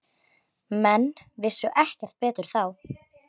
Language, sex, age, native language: Icelandic, female, 10, Icelandic